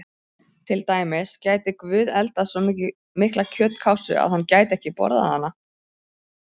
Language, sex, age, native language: Icelandic, female, 30-39, Icelandic